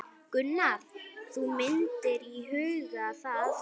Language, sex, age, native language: Icelandic, female, 9, Icelandic